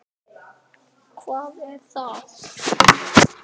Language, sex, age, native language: Icelandic, male, 9, Icelandic